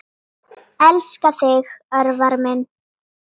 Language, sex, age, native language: Icelandic, female, 9, Icelandic